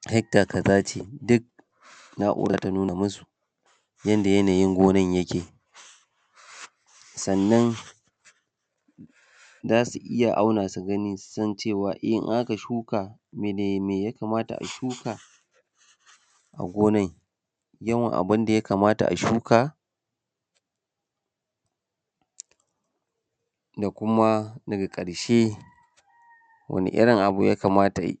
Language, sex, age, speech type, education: Hausa, male, 30-45, spontaneous, primary